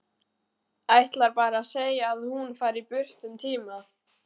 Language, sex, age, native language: Icelandic, male, 12, Icelandic